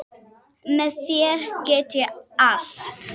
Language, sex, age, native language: Icelandic, female, 8, Icelandic